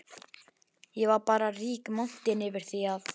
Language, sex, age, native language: Icelandic, male, 11, Icelandic